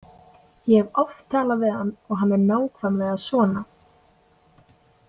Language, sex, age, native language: Icelandic, female, 18-19, Latvian